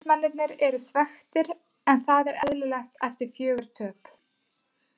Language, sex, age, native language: Icelandic, female, 20-29, Icelandic